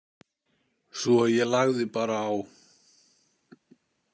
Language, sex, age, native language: Icelandic, male, 40-49, Icelandic